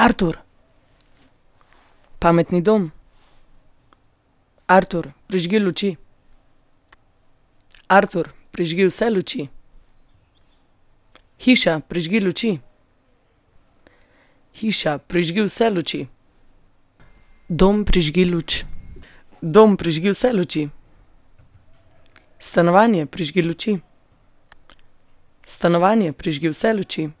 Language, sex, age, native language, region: Slovenian, female, 18-29, Slovenian, Gorenjska region